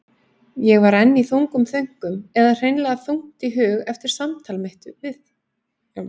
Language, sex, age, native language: Icelandic, female, 30-39, Icelandic